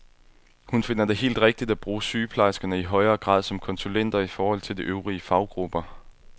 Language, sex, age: Danish, male, 21